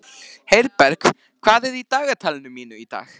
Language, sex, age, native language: Icelandic, male, 13, Icelandic